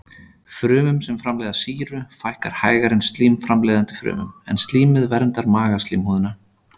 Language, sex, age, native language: Icelandic, male, 30-39, Icelandic